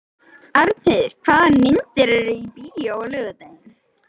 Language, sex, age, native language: Icelandic, female, 13, Icelandic